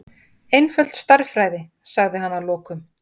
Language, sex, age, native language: Icelandic, female, 50-59, Icelandic